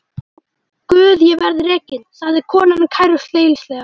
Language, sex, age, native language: Icelandic, male, 12, Icelandic